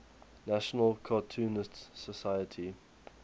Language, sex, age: English, male, 21